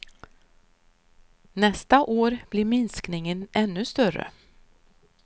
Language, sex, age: Swedish, female, 53